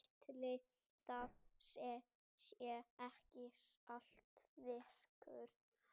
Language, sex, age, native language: Icelandic, female, 30-39, Icelandic